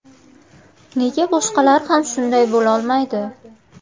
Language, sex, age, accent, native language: Uzbek, female, 18-24, Qashqadaryo, Uzbek